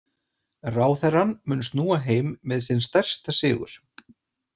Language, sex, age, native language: Icelandic, male, 40-49, Icelandic